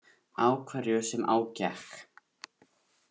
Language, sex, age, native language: Icelandic, male, 18-19, Icelandic